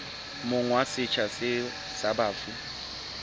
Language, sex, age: Southern Sotho, male, 21